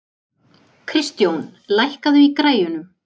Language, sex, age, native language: Icelandic, female, 30-39, Icelandic